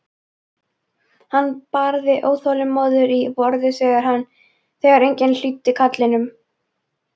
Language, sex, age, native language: Icelandic, female, 12, Icelandic